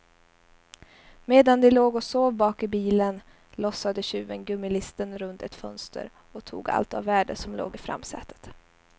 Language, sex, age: Swedish, female, 21